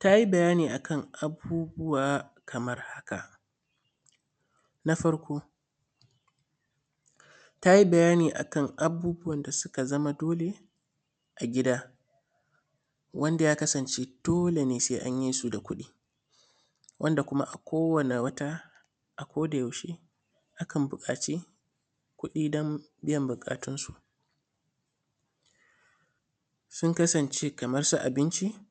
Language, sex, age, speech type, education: Hausa, male, 15-29, spontaneous, secondary